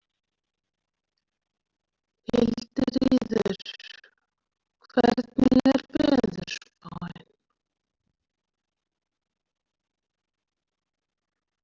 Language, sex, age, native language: Icelandic, female, 40-49, Icelandic